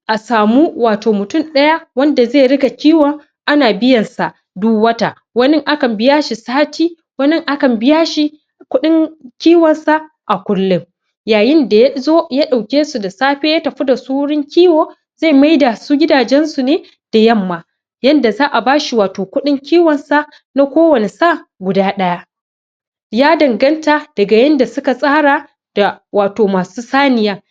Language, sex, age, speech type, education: Hausa, female, 15-29, spontaneous, tertiary